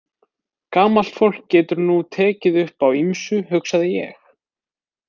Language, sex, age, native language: Icelandic, male, 20-29, Icelandic